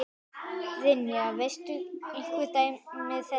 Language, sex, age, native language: Icelandic, male, 9, Icelandic